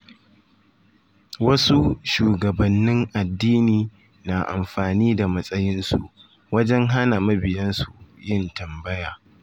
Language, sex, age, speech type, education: Hausa, male, 15-29, spontaneous, tertiary